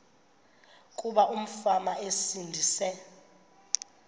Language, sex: Xhosa, female